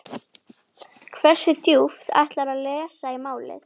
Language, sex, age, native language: Icelandic, female, 11, Icelandic